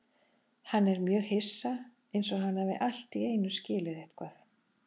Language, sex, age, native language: Icelandic, female, 40-49, Icelandic